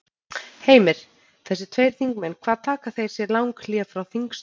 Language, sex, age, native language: Icelandic, female, 30-39, Icelandic